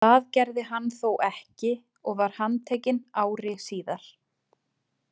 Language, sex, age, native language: Icelandic, female, 20-29, Icelandic